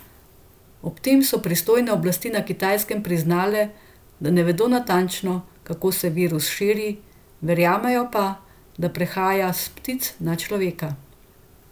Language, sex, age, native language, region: Slovenian, female, 50-59, Slovenian, Central Slovenia